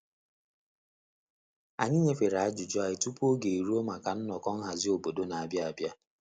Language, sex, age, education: Igbo, male, 30-45, tertiary